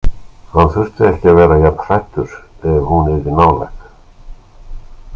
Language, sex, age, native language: Icelandic, male, 60-69, Icelandic